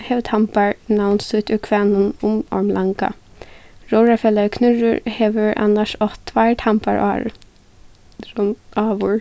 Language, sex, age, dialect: Faroese, female, 15-35, Suðuroy